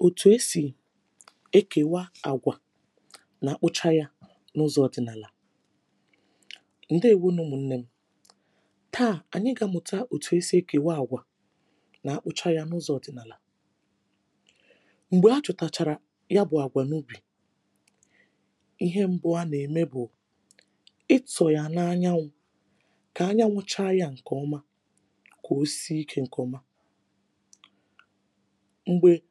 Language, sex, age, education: Igbo, female, 15-29, tertiary